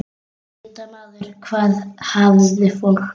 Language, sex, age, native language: Icelandic, female, 8, Icelandic